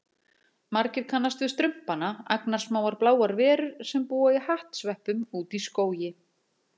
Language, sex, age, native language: Icelandic, female, 40-49, Icelandic